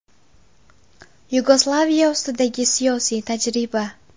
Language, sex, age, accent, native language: Uzbek, female, 18-24, Qashqadaryo, Uzbek